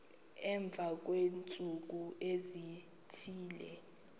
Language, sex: Xhosa, female